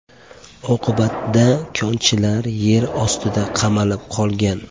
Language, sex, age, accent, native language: Uzbek, male, 25-34, Andijon, Uzbek